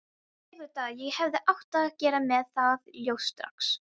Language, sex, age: Icelandic, female, 13